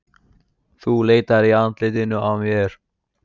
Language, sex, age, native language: Icelandic, male, 14, Icelandic